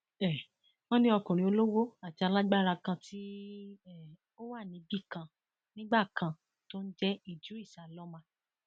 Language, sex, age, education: Yoruba, female, 30-45, tertiary